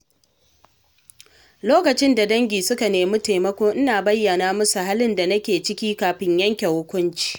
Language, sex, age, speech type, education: Hausa, female, 30-45, read, secondary